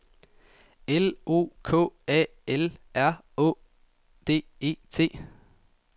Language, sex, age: Danish, male, 19